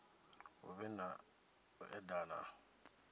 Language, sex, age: Venda, male, 27